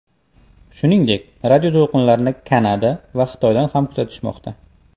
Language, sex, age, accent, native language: Uzbek, male, 25-34, Toshkent viloyati, Uzbek